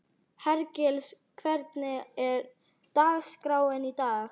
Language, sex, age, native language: Icelandic, female, 12, Icelandic